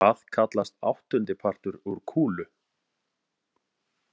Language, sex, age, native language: Icelandic, male, 30-39, Icelandic